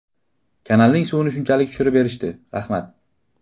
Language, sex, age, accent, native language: Uzbek, male, 18-24, Qashqadaryo, Uzbek